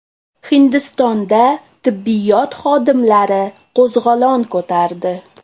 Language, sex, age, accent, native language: Uzbek, female, 25-34, Toshkent shahri, Uzbek